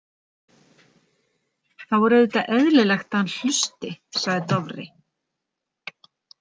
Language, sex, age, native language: Icelandic, female, 50-59, Icelandic